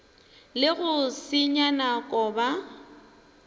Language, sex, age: Northern Sotho, female, 19